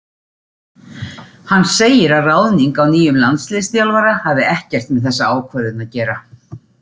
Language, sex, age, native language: Icelandic, female, 40-49, Icelandic